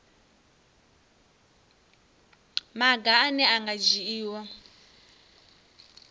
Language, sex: Venda, female